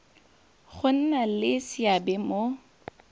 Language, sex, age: Tswana, female, 18